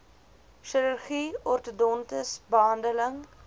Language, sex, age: Afrikaans, female, 21